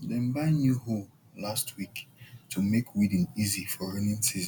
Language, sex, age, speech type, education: Nigerian Pidgin, male, 30-45, spontaneous, tertiary